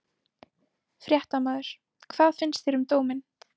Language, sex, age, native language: Icelandic, female, 18-19, Icelandic